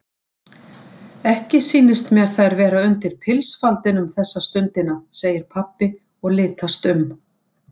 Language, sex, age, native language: Icelandic, female, 60-69, Icelandic